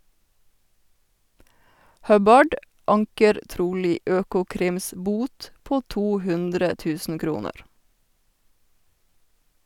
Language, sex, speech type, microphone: Norwegian, female, read, Sennheiser